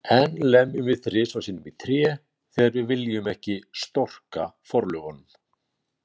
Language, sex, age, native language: Icelandic, male, 40-49, Icelandic